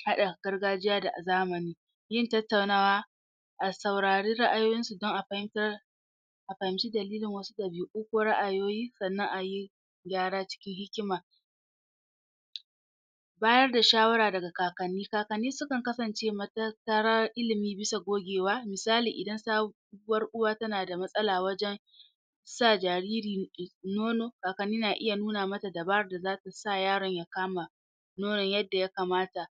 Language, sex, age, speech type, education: Hausa, female, 46-60, spontaneous, tertiary